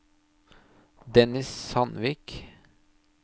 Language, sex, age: Norwegian, male, 30